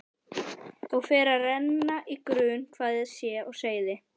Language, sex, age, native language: Icelandic, female, 11, Icelandic